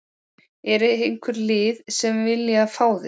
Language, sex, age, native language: Icelandic, female, 40-49, Icelandic